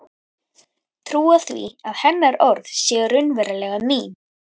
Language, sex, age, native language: Icelandic, female, 11, Icelandic